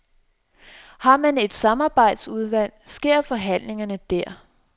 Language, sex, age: Danish, female, 26